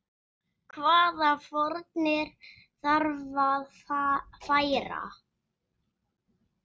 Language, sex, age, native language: Icelandic, male, 6, Icelandic